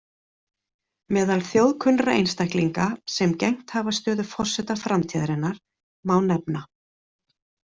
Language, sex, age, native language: Icelandic, female, 40-49, Icelandic